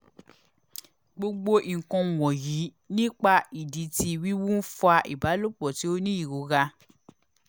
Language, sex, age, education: Yoruba, female, 15-29, tertiary